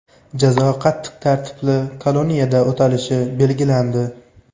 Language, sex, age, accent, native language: Uzbek, male, 18-24, Toshkent shahri, Uzbek